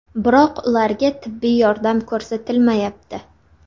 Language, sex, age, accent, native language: Uzbek, female, 19-29, Namangan, Uzbek